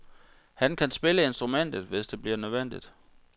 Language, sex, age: Danish, male, 46